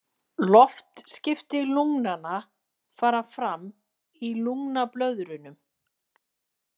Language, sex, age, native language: Icelandic, female, 40-49, Icelandic